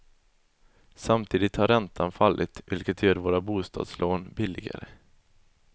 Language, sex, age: Swedish, male, 20